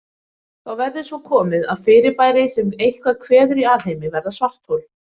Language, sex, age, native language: Icelandic, female, 20-29, Icelandic